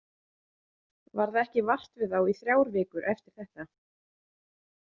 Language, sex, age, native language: Icelandic, female, 30-39, Icelandic